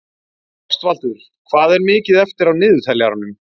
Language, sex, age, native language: Icelandic, male, 40-49, Icelandic